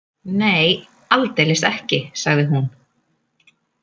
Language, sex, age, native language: Icelandic, female, 30-39, Icelandic